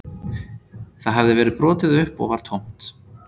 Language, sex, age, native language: Icelandic, male, 30-39, Icelandic